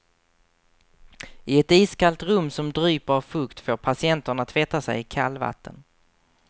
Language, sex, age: Swedish, male, 24